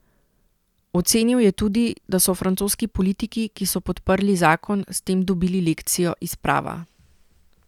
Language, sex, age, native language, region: Slovenian, female, 30-49, Slovenian, Central Slovenia